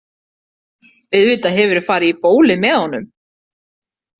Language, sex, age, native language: Icelandic, female, 30-39, Icelandic